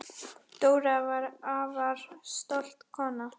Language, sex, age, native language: Icelandic, female, 10, Icelandic